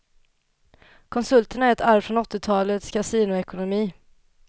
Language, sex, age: Swedish, female, 27